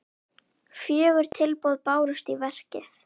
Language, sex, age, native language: Icelandic, female, 9, Icelandic